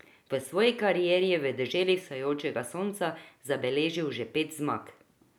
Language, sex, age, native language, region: Slovenian, female, 50-59, Croatian, Drava region